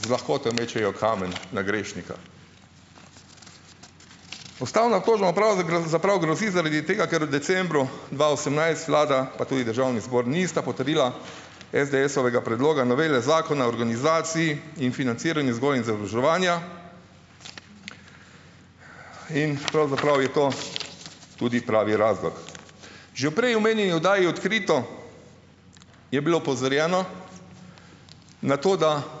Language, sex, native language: Slovenian, male, Slovenian